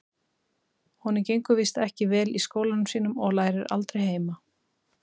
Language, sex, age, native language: Icelandic, female, 30-39, Icelandic